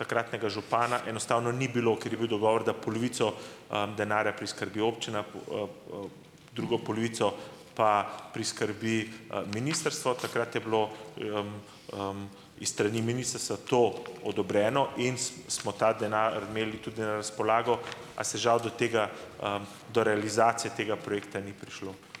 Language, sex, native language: Slovenian, male, Slovenian